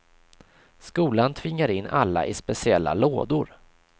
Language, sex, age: Swedish, male, 26